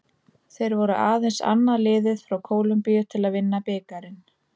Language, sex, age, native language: Icelandic, female, 30-39, Icelandic